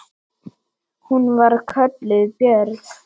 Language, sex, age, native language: Icelandic, male, 8, Icelandic